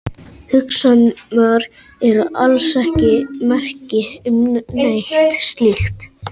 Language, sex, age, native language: Icelandic, male, 18-19, Icelandic